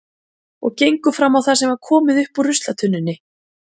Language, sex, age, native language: Icelandic, female, 40-49, Icelandic